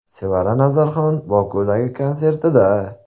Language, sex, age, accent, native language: Uzbek, male, 18-24, Surxondaryo, Uzbek